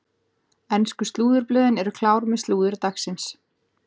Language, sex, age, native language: Icelandic, female, 40-49, Icelandic